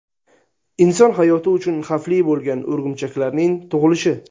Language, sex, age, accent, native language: Uzbek, male, 19-29, Sirdaryo, Uzbek